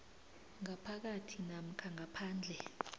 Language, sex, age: South Ndebele, female, 29